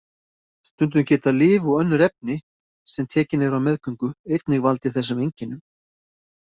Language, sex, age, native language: Icelandic, male, 50-59, Icelandic